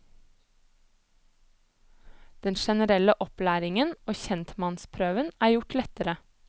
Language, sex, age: Norwegian, female, 25